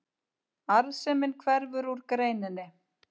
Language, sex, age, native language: Icelandic, female, 50-59, Icelandic